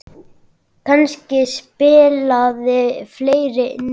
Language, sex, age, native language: Icelandic, male, 9, Icelandic